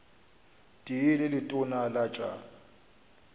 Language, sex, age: Northern Sotho, male, 29